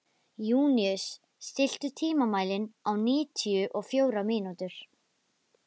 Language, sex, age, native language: Icelandic, female, 11, Icelandic